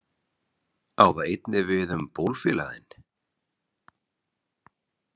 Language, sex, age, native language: Icelandic, male, 30-39, Icelandic